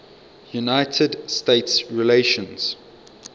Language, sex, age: English, male, 22